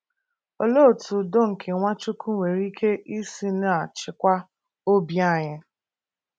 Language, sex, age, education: Igbo, female, 15-29, tertiary